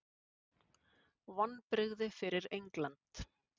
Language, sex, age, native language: Icelandic, female, 50-59, Icelandic